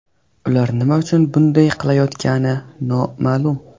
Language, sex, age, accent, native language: Uzbek, male, 18-24, Qashqadaryo, Uzbek